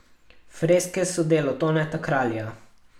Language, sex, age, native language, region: Slovenian, male, 12-17, Slovenian, Carinthia region